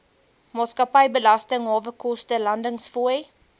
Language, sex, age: Afrikaans, female, 22